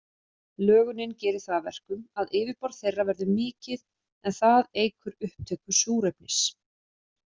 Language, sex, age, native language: Icelandic, female, 40-49, Icelandic